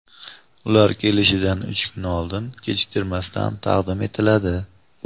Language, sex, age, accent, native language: Uzbek, male, 25-34, Andijon, Uzbek